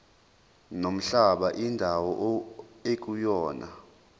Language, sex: Zulu, male